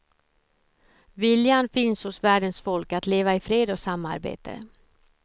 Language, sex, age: Swedish, female, 54